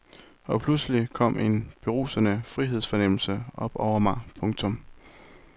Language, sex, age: Danish, male, 23